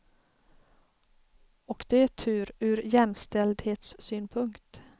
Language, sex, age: Swedish, female, 33